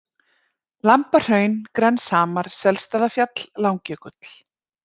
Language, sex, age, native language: Icelandic, female, 40-49, Icelandic